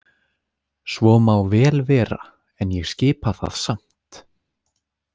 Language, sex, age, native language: Icelandic, male, 20-29, Icelandic